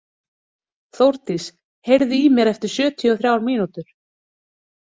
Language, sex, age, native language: Icelandic, female, 30-39, Icelandic